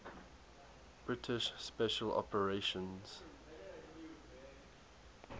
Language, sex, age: English, male, 21